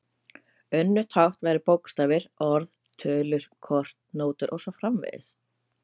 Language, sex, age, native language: Icelandic, female, 30-39, Icelandic